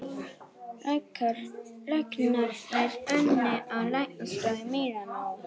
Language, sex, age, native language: Icelandic, female, 40-49, Icelandic